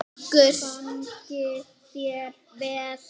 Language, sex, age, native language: Icelandic, female, 8, Icelandic